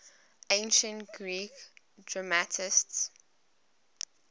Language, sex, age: English, female, 21